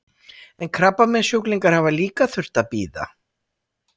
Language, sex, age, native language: Icelandic, female, 60-69, Icelandic